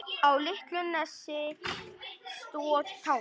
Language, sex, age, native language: Icelandic, male, 10, Icelandic